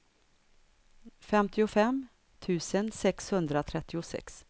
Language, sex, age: Swedish, female, 59